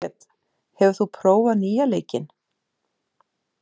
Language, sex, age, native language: Icelandic, female, 50-59, Icelandic